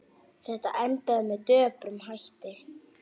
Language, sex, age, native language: Icelandic, female, 9, Icelandic